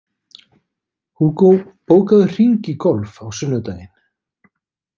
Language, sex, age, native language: Icelandic, male, 50-59, Icelandic